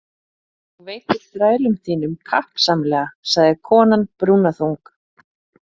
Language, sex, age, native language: Icelandic, female, 30-39, Icelandic